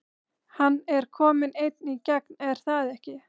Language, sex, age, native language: Icelandic, female, 30-39, Icelandic